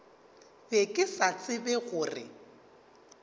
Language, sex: Northern Sotho, male